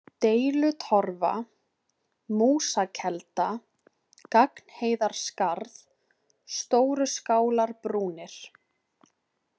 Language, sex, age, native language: Icelandic, female, 20-29, Icelandic